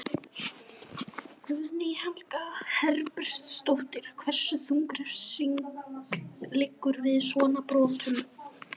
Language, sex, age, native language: Icelandic, female, 11, Icelandic